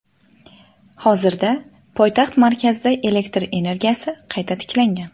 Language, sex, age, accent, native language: Uzbek, female, 19-29, Farg'ona, Uzbek